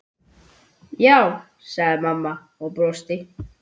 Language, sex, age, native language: Icelandic, male, 8, Icelandic